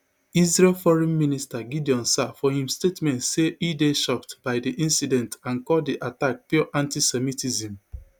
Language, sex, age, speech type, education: Nigerian Pidgin, male, 30-45, spontaneous, tertiary